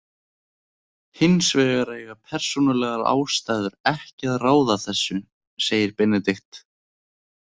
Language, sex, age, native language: Icelandic, male, 18-19, Icelandic